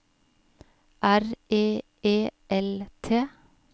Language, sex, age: Norwegian, female, 41